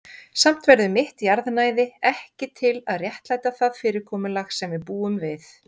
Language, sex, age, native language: Icelandic, female, 50-59, Icelandic